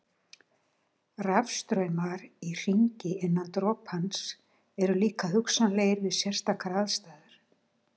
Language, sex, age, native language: Icelandic, female, 60-69, Icelandic